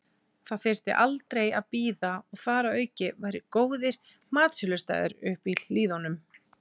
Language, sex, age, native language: Icelandic, female, 20-29, Icelandic